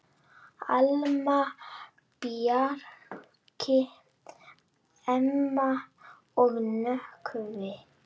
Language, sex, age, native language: Icelandic, female, 9, Icelandic